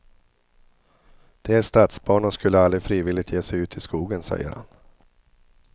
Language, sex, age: Swedish, male, 50